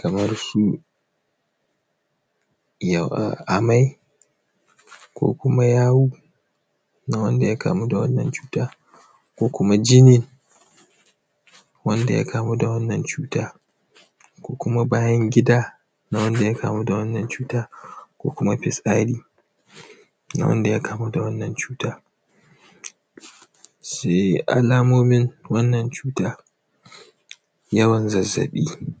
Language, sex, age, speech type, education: Hausa, male, 15-29, spontaneous, tertiary